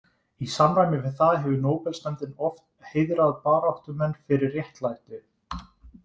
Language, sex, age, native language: Icelandic, male, 20-29, Icelandic